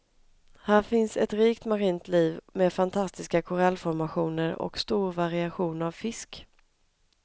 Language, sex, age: Swedish, female, 31